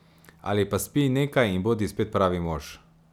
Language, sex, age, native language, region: Slovenian, male, 18-29, Slovenian, Savinja region